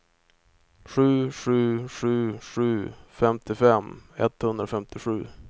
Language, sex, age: Swedish, male, 25